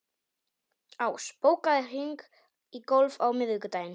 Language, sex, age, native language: Icelandic, male, 18-19, Polish